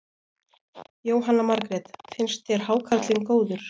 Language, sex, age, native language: Icelandic, female, 20-29, Icelandic